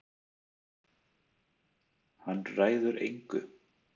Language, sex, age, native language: Icelandic, male, 30-39, Icelandic